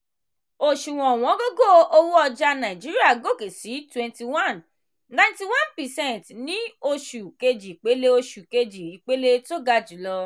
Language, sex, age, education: Yoruba, female, 15-29, tertiary